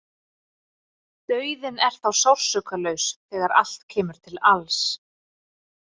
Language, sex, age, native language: Icelandic, female, 30-39, Icelandic